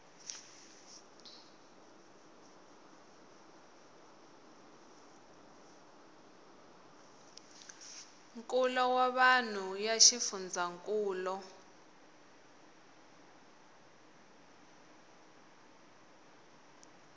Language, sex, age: Tsonga, female, 18